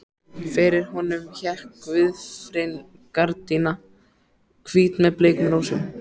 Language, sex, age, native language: Icelandic, male, 13, Icelandic